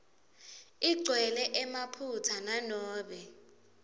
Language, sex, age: Swati, female, 20